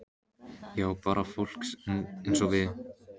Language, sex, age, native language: Icelandic, male, 13, Icelandic